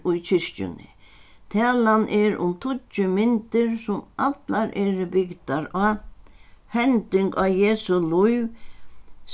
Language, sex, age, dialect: Faroese, female, 61+, Sandoy